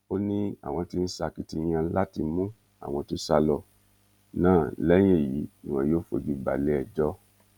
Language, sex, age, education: Yoruba, male, 46-60, tertiary